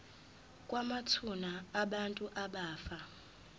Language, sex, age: Zulu, female, 18